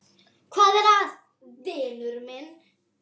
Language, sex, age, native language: Icelandic, female, 10, Icelandic